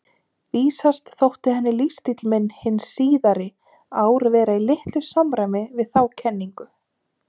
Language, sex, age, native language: Icelandic, female, 30-39, Icelandic